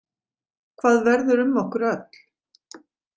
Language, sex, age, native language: Icelandic, female, 40-49, Icelandic